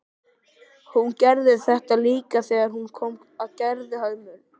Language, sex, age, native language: Icelandic, male, 13, Icelandic